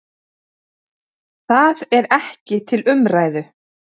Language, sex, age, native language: Icelandic, female, 8, Icelandic